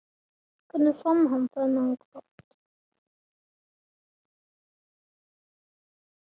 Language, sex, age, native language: Icelandic, male, 7, Icelandic